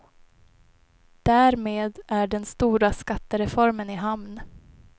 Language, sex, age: Swedish, female, 23